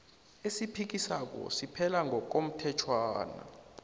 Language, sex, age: South Ndebele, male, 22